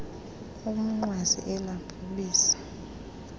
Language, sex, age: Xhosa, female, 26